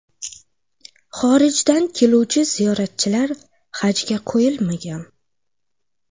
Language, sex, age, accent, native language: Uzbek, female, 18-24, Xorazm, Uzbek